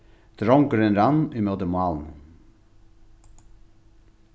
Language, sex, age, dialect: Faroese, male, 36-60, Norðurstreymoy/Eysturoy